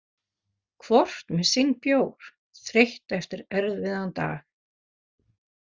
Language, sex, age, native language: Icelandic, female, 50-59, Faroese